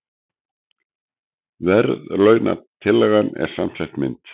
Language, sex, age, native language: Icelandic, male, 60-69, Icelandic